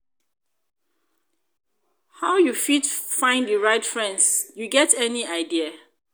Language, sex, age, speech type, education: Nigerian Pidgin, female, 30-45, spontaneous, tertiary